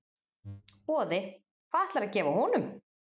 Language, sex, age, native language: Icelandic, female, 40-49, Icelandic